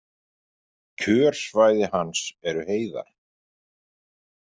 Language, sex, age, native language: Icelandic, male, 50-59, Icelandic